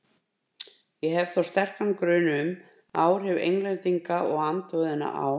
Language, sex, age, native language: Icelandic, female, 50-59, Icelandic